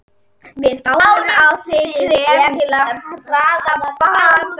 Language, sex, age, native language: Icelandic, female, 40-49, Icelandic